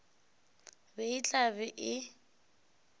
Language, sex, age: Northern Sotho, female, 18